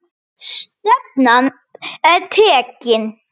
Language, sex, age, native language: Icelandic, male, 9, Icelandic